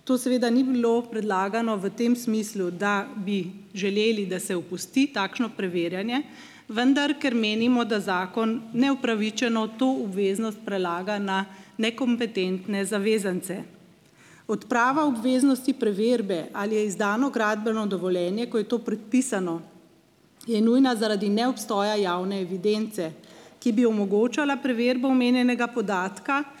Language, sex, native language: Slovenian, female, Slovenian